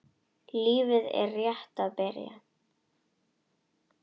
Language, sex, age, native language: Icelandic, female, 10, Icelandic